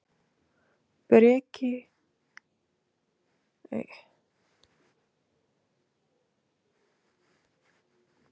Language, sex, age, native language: Icelandic, female, 30-39, Icelandic